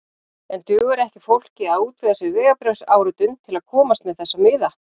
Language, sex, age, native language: Icelandic, female, 40-49, Icelandic